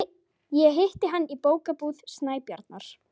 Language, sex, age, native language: Icelandic, female, 12, Icelandic